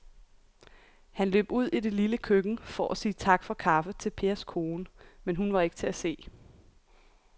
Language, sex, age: Danish, female, 28